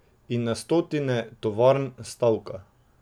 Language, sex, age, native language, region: Slovenian, male, 18-29, Slovenian, Drava region